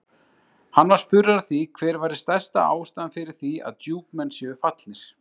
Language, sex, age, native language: Icelandic, male, 30-39, Icelandic